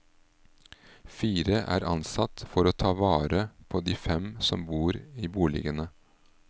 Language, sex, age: Norwegian, male, 38